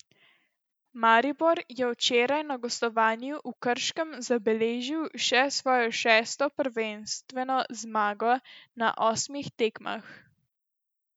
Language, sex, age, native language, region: Slovenian, female, 12-17, Slovenian, Central Slovenia